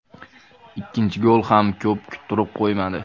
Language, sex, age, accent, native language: Uzbek, male, 25-34, Farg'ona, Uzbek